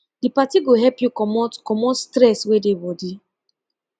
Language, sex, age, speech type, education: Nigerian Pidgin, female, 15-29, spontaneous, tertiary